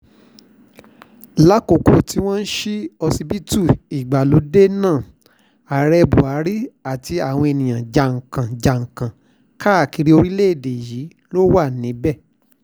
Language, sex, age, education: Yoruba, male, 46-60, tertiary